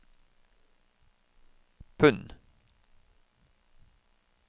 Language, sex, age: Norwegian, male, 31